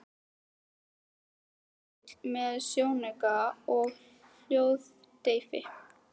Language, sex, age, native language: Icelandic, female, 13, Icelandic